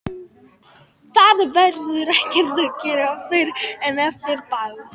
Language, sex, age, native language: Icelandic, female, 12, Icelandic